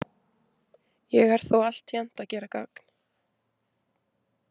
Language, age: Icelandic, 20-29